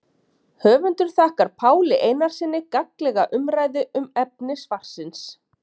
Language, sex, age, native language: Icelandic, female, 30-39, Icelandic